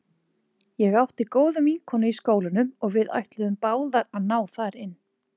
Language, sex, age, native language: Icelandic, female, 20-29, Icelandic